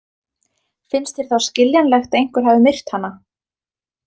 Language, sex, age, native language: Icelandic, female, 20-29, Icelandic